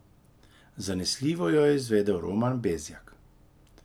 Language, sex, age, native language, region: Slovenian, male, 30-49, Slovenian, Drava region